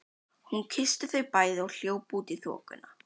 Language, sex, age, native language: Icelandic, female, 12, Icelandic